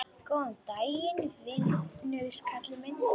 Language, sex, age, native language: Icelandic, female, 10, Icelandic